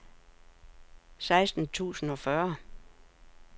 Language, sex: Danish, female